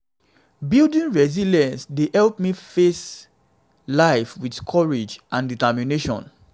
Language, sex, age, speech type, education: Nigerian Pidgin, male, 30-45, spontaneous, secondary